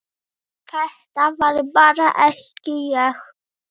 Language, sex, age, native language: Icelandic, male, 8, Icelandic